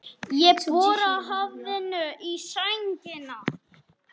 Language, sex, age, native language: Icelandic, male, 18-19, Icelandic